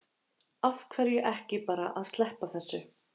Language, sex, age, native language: Icelandic, female, 30-39, Icelandic